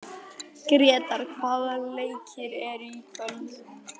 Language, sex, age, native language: Icelandic, male, 11, Icelandic